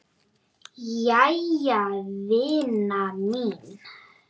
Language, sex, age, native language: Icelandic, female, 9, Icelandic